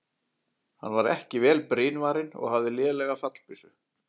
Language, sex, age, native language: Icelandic, male, 40-49, Icelandic